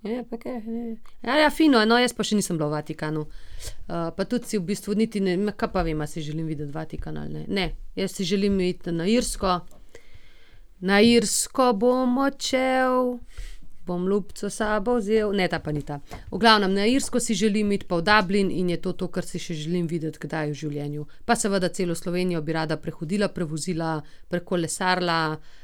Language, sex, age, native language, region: Slovenian, female, 30-49, Slovenian, Gorenjska region